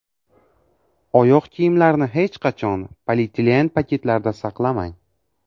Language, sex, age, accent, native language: Uzbek, male, 18-24, Navoiy, Uzbek